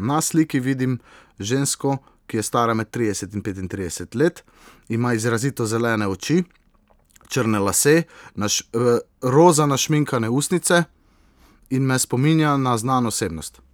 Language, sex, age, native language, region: Slovenian, male, 18-29, Slovenian, Southeast Slovenia